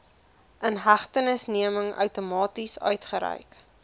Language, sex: Afrikaans, female